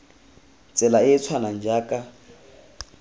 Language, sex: Tswana, male